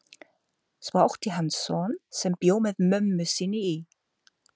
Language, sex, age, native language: Icelandic, female, 50-59, German